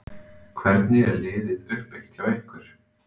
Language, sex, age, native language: Icelandic, male, 20-29, Icelandic